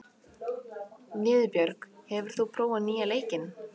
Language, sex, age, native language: Icelandic, female, 18-19, Icelandic